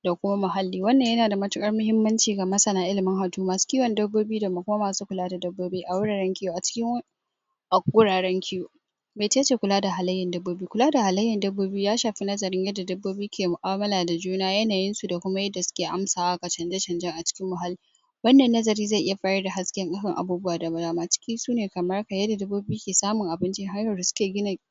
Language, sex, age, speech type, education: Hausa, female, 46-60, spontaneous, secondary